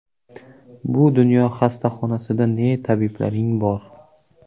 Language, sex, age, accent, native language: Uzbek, male, 18-24, Surxondaryo, Uzbek